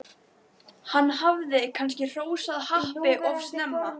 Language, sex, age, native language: Icelandic, female, 12, Icelandic